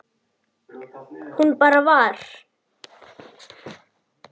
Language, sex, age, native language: Icelandic, male, 10, Icelandic